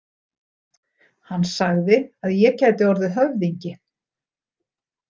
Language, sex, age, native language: Icelandic, female, 60-69, Icelandic